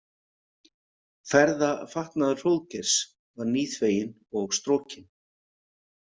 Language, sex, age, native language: Icelandic, male, 50-59, Icelandic